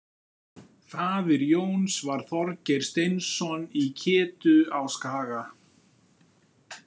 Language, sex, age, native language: Icelandic, male, 50-59, Icelandic